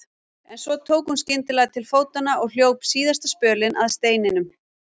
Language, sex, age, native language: Icelandic, female, 40-49, Icelandic